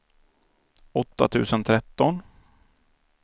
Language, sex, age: Swedish, male, 28